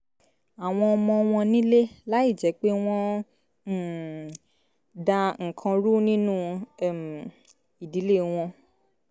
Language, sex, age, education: Yoruba, female, 15-29, tertiary